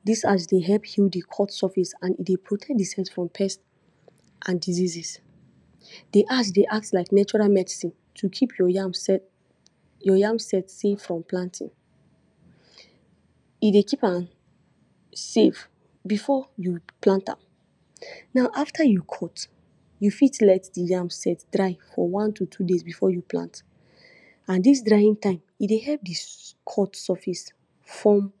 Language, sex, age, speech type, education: Nigerian Pidgin, female, 46-60, spontaneous, tertiary